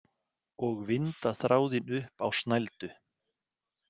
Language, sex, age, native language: Icelandic, male, 40-49, Icelandic